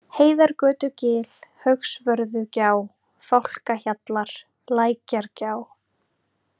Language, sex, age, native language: Icelandic, female, 30-39, Icelandic